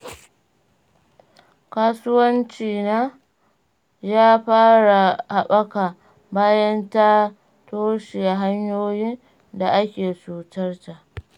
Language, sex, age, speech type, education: Hausa, female, 30-45, read, primary